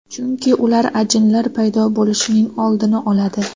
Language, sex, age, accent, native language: Uzbek, female, 19-29, Xorazm, Uzbek